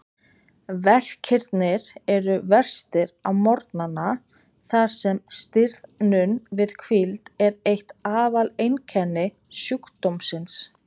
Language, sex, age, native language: Icelandic, female, 20-29, Icelandic